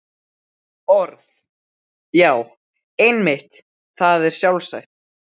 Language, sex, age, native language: Icelandic, male, 12, Icelandic